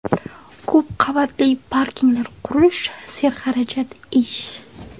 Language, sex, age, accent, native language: Uzbek, female, 18-24, Samarqand, Uzbek